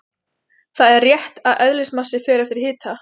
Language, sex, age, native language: Icelandic, female, 20-29, Icelandic